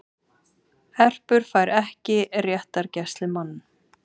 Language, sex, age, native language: Icelandic, male, 30-39, Icelandic